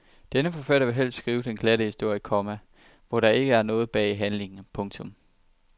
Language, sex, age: Danish, male, 23